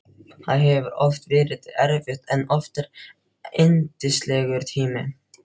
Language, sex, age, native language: Icelandic, male, 12, Filipino